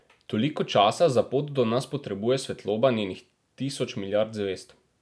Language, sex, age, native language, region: Slovenian, male, 18-29, Slovenian, Drava region